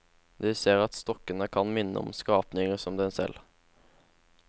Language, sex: Norwegian, male